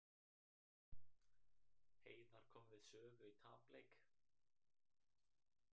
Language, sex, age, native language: Icelandic, male, 18-19, Icelandic